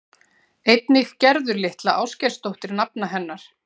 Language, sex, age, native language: Icelandic, female, 40-49, Icelandic